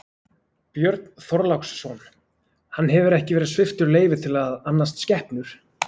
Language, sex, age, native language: Icelandic, male, 20-29, Icelandic